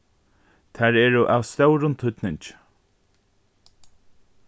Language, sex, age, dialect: Faroese, male, 15-35, Norðurstreymoy/Eysturoy